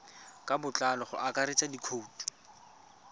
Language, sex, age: Tswana, male, 25